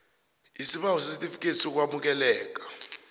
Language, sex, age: South Ndebele, male, 21